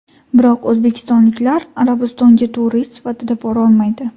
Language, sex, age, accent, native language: Uzbek, female, 18-24, Toshkent viloyati, Uzbek